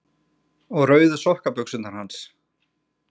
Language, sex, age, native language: Icelandic, male, 30-39, Icelandic